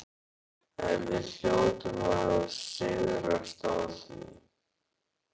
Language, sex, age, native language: Icelandic, male, 14, Icelandic